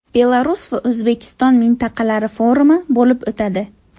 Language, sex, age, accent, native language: Uzbek, female, 18-24, Andijon, Uzbek